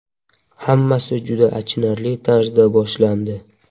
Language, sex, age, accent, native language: Uzbek, male, 12-17, Surxondaryo, Uzbek